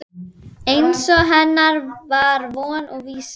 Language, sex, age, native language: Icelandic, female, 11, Icelandic